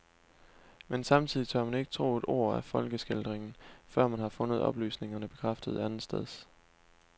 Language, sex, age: Danish, male, 19